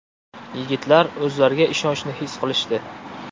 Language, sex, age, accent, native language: Uzbek, male, 18-24, Qashqadaryo, Uzbek